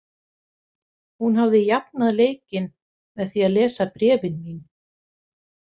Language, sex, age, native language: Icelandic, female, 50-59, Icelandic